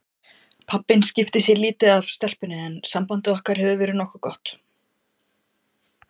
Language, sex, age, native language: Icelandic, female, 50-59, Icelandic